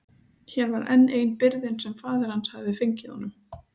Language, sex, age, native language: Icelandic, female, 30-39, Icelandic